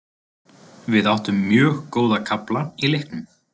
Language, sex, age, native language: Icelandic, male, 20-29, Icelandic